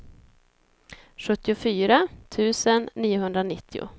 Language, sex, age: Swedish, female, 26